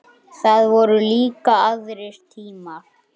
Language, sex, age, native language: Icelandic, male, 9, Icelandic